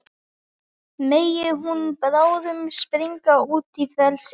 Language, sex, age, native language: Icelandic, female, 11, Icelandic